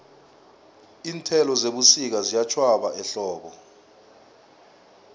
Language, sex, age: South Ndebele, male, 24